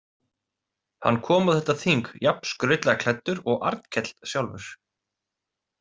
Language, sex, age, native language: Icelandic, male, 30-39, Icelandic